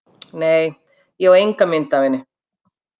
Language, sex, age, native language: Icelandic, female, 50-59, Icelandic